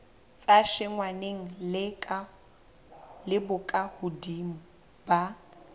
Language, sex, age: Southern Sotho, female, 20